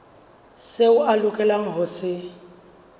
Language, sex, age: Southern Sotho, female, 35